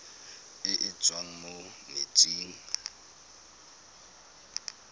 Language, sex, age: Tswana, male, 22